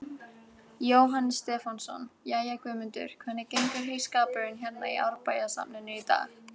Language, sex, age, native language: Icelandic, female, 18-19, Icelandic